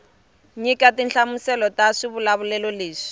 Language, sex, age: Tsonga, female, 23